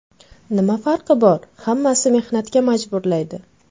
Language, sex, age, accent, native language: Uzbek, female, 18-24, Farg'ona, Uzbek